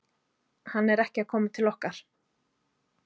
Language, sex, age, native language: Icelandic, female, 30-39, Icelandic